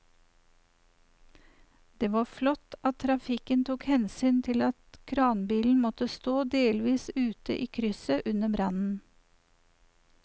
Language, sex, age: Norwegian, female, 54